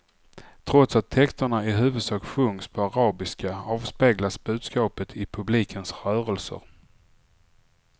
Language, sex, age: Swedish, male, 44